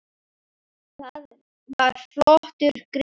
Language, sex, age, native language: Icelandic, male, 10, Icelandic